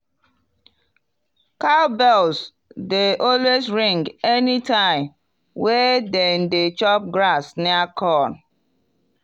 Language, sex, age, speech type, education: Nigerian Pidgin, female, 30-45, spontaneous, tertiary